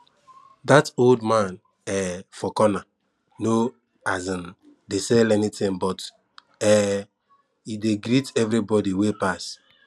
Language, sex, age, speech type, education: Nigerian Pidgin, male, 15-29, spontaneous, tertiary